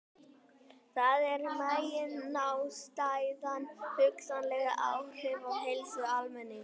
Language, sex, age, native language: Icelandic, male, 18-19, Icelandic